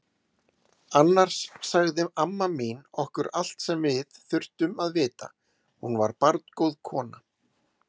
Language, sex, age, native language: Icelandic, male, 30-39, Icelandic